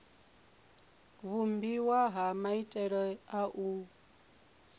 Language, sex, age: Venda, female, 24